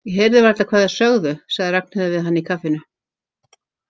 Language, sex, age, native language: Icelandic, female, 50-59, Icelandic